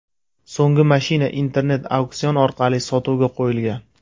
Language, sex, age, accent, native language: Uzbek, male, 25-34, Surxondaryo, Uzbek